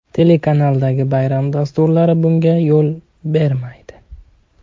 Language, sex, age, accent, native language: Uzbek, male, 18-24, Toshkent shahri, Uzbek